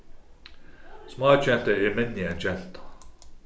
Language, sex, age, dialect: Faroese, male, 36-60, Suðurstreymoy